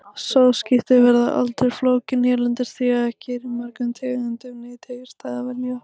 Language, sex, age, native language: Icelandic, female, 18-19, Icelandic